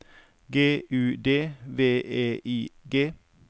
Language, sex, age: Norwegian, male, 55